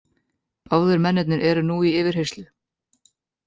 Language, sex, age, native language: Icelandic, male, 18-19, Icelandic